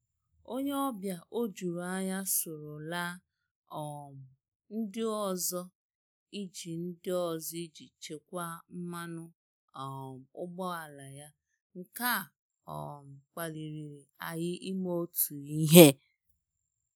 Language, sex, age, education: Igbo, female, 30-45, tertiary